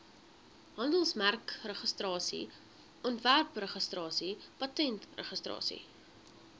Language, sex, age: Afrikaans, female, 21